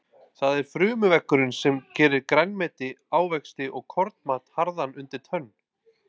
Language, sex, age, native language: Icelandic, male, 20-29, Icelandic